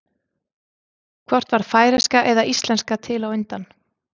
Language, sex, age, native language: Icelandic, female, 30-39, Icelandic